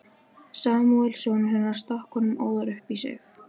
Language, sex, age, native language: Icelandic, female, 13, Icelandic